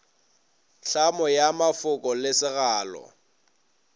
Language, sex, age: Northern Sotho, male, 22